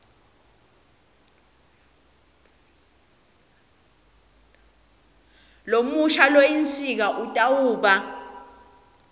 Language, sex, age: Swati, female, 20